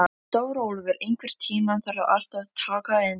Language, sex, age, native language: Icelandic, female, 11, Icelandic